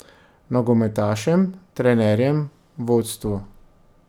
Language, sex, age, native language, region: Slovenian, male, 30-49, Slovenian, Drava region